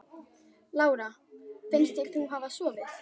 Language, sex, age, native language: Icelandic, female, 12, Icelandic